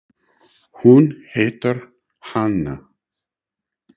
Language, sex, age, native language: Icelandic, male, 60-69, English